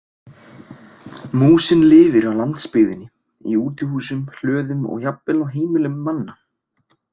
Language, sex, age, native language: Icelandic, male, 20-29, Icelandic